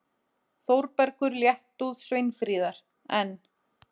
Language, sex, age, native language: Icelandic, female, 40-49, Icelandic